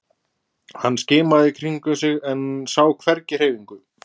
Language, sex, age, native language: Icelandic, male, 20-29, Icelandic